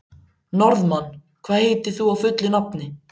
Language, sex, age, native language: Icelandic, male, 14, Icelandic